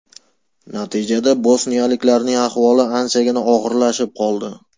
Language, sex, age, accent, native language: Uzbek, male, 18-24, Farg'ona, Uzbek